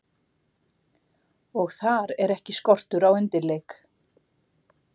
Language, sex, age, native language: Icelandic, female, 60-69, Icelandic